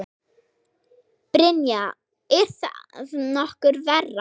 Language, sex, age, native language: Icelandic, male, 6, Icelandic